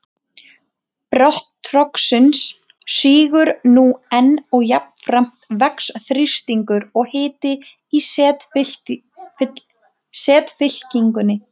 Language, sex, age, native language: Icelandic, female, 20-29, Icelandic